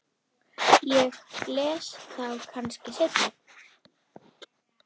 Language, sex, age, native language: Icelandic, female, 10, Icelandic